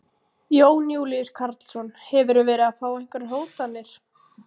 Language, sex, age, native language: Icelandic, female, 18-19, Icelandic